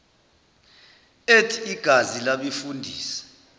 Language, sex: Zulu, male